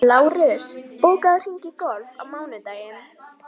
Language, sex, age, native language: Icelandic, female, 18-19, Icelandic